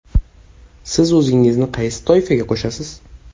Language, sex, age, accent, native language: Uzbek, male, 18-24, Toshkent shahri, Uzbek